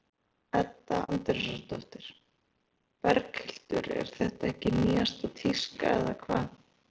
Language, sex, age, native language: Icelandic, female, 20-29, Icelandic